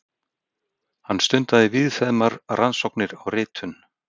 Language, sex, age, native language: Icelandic, male, 60-69, Icelandic